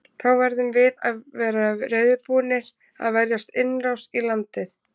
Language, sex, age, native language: Icelandic, female, 20-29, Icelandic